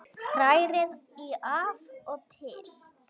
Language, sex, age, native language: Icelandic, female, 10, Icelandic